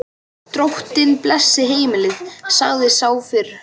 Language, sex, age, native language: Icelandic, male, 12, Icelandic